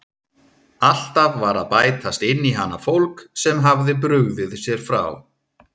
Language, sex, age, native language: Icelandic, male, 30-39, Icelandic